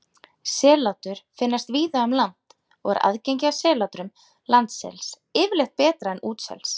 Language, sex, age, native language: Icelandic, female, 30-39, Icelandic